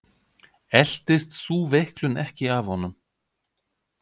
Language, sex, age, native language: Icelandic, male, 50-59, Icelandic